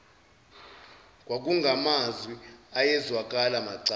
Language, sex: Zulu, male